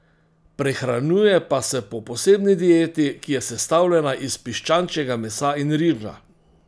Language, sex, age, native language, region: Slovenian, male, 60+, Slovenian, Central Slovenia